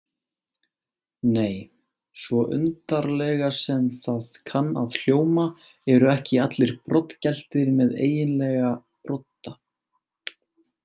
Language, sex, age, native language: Icelandic, male, 18-19, Icelandic